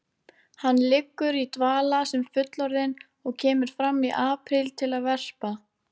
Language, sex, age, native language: Icelandic, female, 18-19, Icelandic